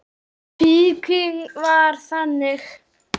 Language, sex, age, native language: Icelandic, male, 8, Icelandic